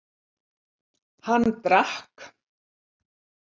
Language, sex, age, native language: Icelandic, female, 70-79, Icelandic